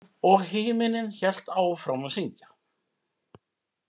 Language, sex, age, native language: Icelandic, male, 50-59, Icelandic